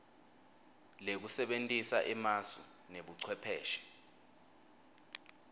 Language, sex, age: Swati, male, 23